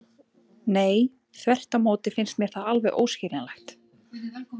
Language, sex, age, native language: Icelandic, female, 20-29, Icelandic